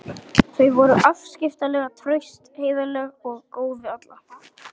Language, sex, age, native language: Icelandic, male, 11, Icelandic